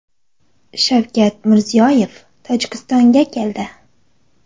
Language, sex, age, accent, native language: Uzbek, female, 18-24, Qoraqalpog'iston, Karakalpak